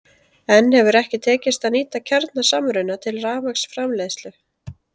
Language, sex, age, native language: Icelandic, female, 30-39, Icelandic